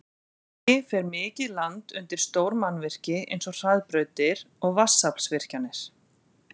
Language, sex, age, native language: Icelandic, female, 40-49, Icelandic